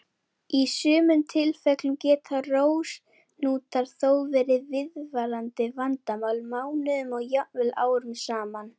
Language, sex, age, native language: Icelandic, female, 30-39, Icelandic